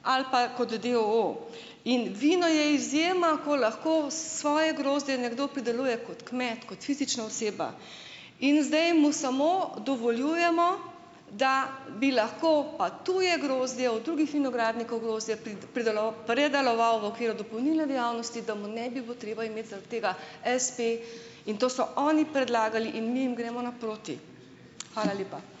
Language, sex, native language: Slovenian, female, Slovenian